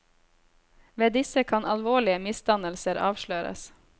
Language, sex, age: Norwegian, female, 26